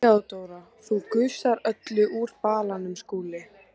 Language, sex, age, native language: Icelandic, female, 14, Icelandic